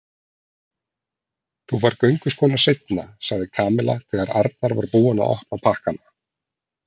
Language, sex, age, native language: Icelandic, male, 40-49, Icelandic